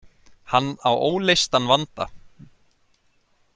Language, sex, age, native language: Icelandic, male, 30-39, Icelandic